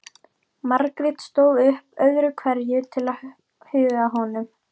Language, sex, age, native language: Icelandic, female, 12, Icelandic